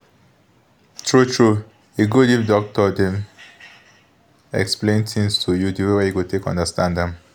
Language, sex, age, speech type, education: Nigerian Pidgin, male, 15-29, spontaneous, tertiary